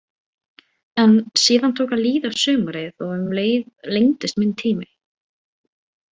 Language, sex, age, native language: Icelandic, female, 18-19, Icelandic